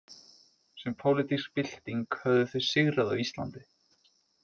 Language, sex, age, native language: Icelandic, male, 20-29, Icelandic